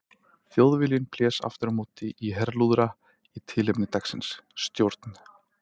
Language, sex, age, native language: Icelandic, male, 30-39, Icelandic